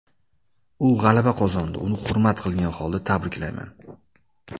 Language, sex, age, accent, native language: Uzbek, male, 18-24, Andijon, Uzbek